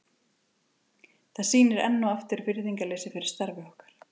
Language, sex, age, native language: Icelandic, female, 30-39, Icelandic